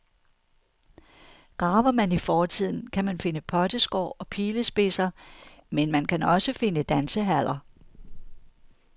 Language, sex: Danish, female